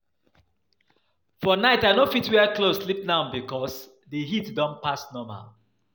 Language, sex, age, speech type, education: Nigerian Pidgin, male, 30-45, spontaneous, tertiary